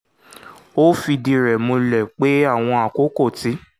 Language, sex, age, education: Yoruba, male, 15-29, secondary